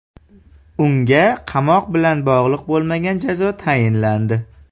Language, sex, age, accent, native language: Uzbek, male, 18-24, Farg'ona, Uzbek